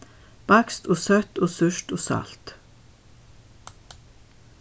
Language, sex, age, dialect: Faroese, female, 61+, Suðurstreymoy